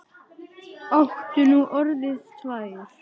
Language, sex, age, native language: Icelandic, male, 10, Icelandic